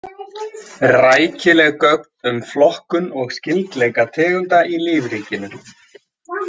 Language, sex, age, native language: Icelandic, male, 20-29, Icelandic